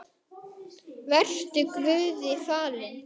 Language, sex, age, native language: Icelandic, male, 9, Icelandic